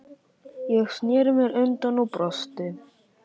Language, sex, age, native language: Icelandic, male, 11, Icelandic